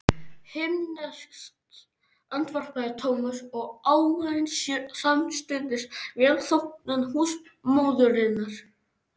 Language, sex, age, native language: Icelandic, male, 13, Icelandic